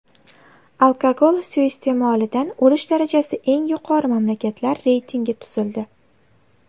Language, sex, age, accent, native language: Uzbek, female, 18-24, Navoiy, Uzbek